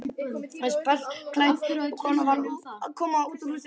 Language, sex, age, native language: Icelandic, male, 12, Icelandic